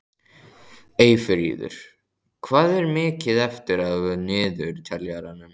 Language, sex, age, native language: Icelandic, male, 14, Icelandic